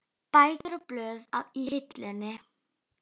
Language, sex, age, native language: Icelandic, female, 9, Icelandic